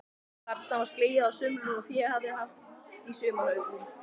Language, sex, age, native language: Icelandic, male, 12, Icelandic